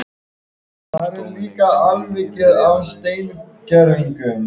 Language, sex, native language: Icelandic, other, Icelandic